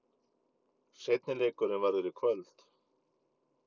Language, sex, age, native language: Icelandic, male, 50-59, Icelandic